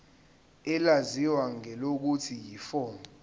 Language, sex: Zulu, male